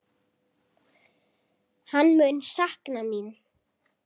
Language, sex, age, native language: Icelandic, female, 8, Icelandic